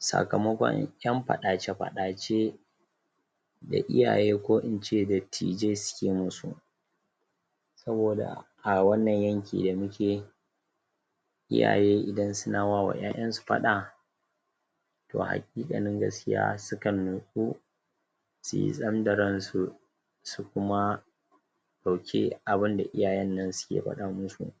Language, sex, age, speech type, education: Hausa, female, 15-29, spontaneous, tertiary